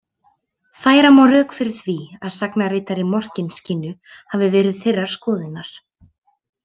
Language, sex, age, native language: Icelandic, female, 30-39, Icelandic